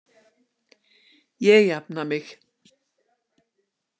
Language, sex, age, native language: Icelandic, female, 60-69, Icelandic